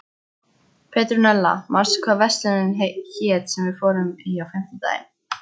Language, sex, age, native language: Icelandic, female, 14, Icelandic